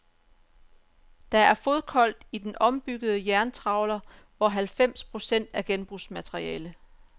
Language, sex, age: Danish, female, 34